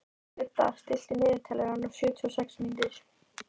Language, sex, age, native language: Icelandic, female, 12, Icelandic